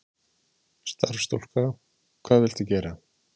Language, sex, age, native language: Icelandic, male, 50-59, Icelandic